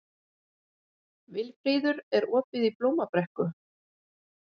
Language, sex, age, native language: Icelandic, female, 50-59, Icelandic